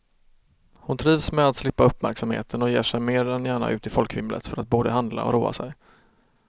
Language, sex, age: Swedish, male, 32